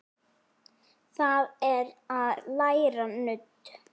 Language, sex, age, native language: Icelandic, female, 8, Icelandic